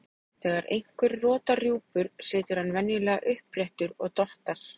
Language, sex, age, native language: Icelandic, female, 30-39, Icelandic